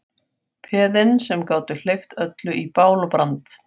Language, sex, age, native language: Icelandic, female, 40-49, Faroese